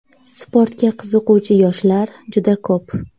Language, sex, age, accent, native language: Uzbek, female, 18-24, Navoiy, Uzbek